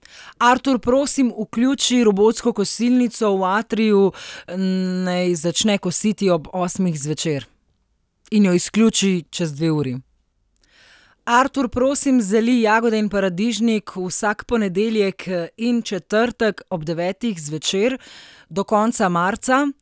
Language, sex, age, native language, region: Slovenian, female, 30-49, Slovenian, Central Slovenia